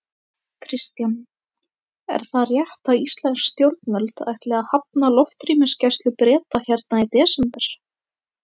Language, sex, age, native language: Icelandic, female, 18-19, Icelandic